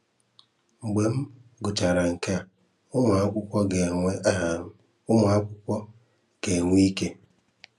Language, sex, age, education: Igbo, male, 15-29, tertiary